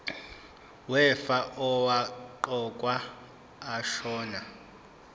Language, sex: Zulu, male